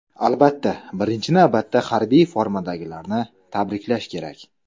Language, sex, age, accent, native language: Uzbek, male, 25-34, Samarqand, Uzbek